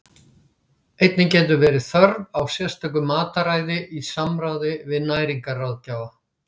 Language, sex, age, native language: Icelandic, female, 60-69, Icelandic